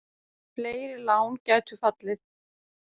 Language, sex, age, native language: Icelandic, female, 40-49, Icelandic